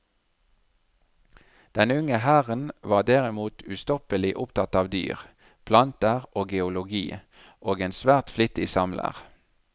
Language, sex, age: Norwegian, male, 37